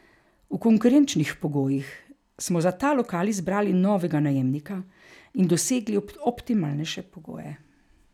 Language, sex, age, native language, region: Slovenian, female, 50-59, Slovenian, Carinthia region